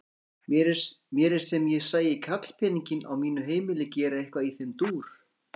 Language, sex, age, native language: Icelandic, male, 40-49, Icelandic